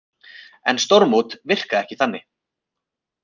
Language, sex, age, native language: Icelandic, male, 30-39, Icelandic